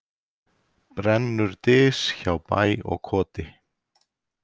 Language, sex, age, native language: Icelandic, male, 40-49, Icelandic